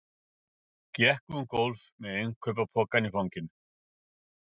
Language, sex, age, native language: Icelandic, male, 50-59, Icelandic